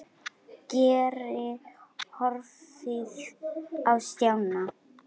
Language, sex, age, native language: Icelandic, female, 10, Icelandic